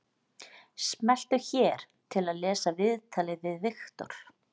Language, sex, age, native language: Icelandic, female, 40-49, Icelandic